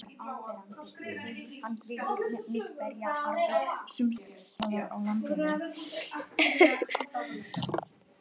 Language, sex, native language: Icelandic, female, Icelandic